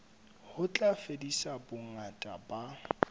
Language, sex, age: Southern Sotho, male, 25